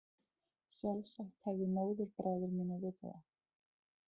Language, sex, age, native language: Icelandic, female, 30-39, Icelandic